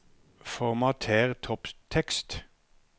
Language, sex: Norwegian, male